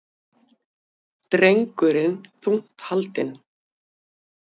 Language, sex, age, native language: Icelandic, female, 50-59, Icelandic